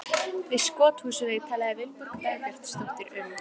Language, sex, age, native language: Icelandic, female, 11, Icelandic